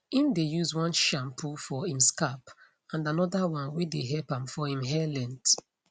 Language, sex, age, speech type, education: Nigerian Pidgin, female, 15-29, spontaneous, tertiary